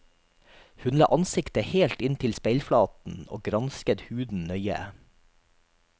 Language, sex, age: Norwegian, male, 43